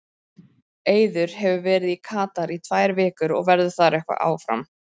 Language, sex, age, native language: Icelandic, female, 30-39, Icelandic